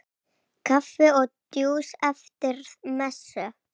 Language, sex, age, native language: Icelandic, female, 8, Icelandic